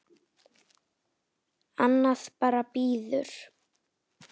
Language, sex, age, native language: Icelandic, female, 10, Icelandic